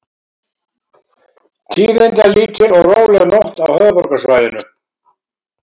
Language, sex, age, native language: Icelandic, male, 70-79, Icelandic